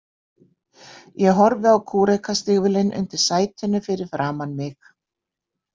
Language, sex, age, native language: Icelandic, female, 60-69, Icelandic